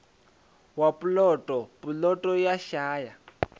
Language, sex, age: Venda, male, 20